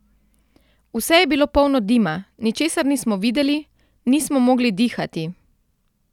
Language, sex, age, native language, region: Slovenian, female, 30-49, Slovenian, Central Slovenia